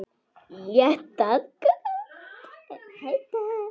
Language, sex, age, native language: Icelandic, male, 9, Icelandic